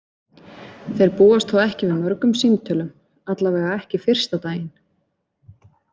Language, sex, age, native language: Icelandic, female, 20-29, Icelandic